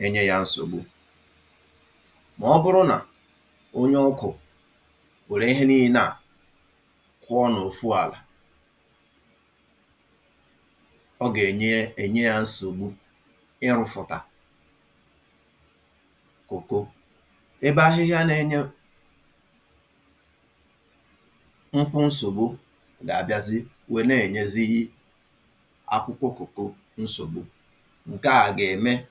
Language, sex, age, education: Igbo, male, 30-45, tertiary